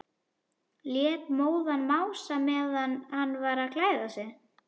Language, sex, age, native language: Icelandic, female, 11, Icelandic